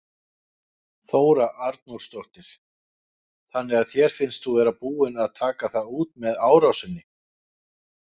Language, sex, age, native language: Icelandic, male, 50-59, Icelandic